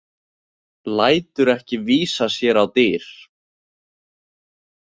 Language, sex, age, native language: Icelandic, male, 18-19, Icelandic